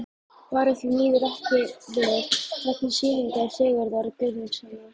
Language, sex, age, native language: Icelandic, female, 14, Icelandic